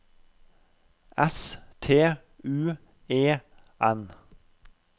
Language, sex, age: Norwegian, male, 32